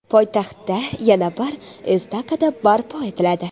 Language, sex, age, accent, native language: Uzbek, female, 12-17, Toshkent shahri, Uzbek